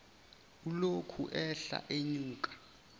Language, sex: Zulu, male